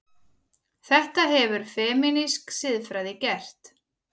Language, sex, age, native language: Icelandic, female, 40-49, Icelandic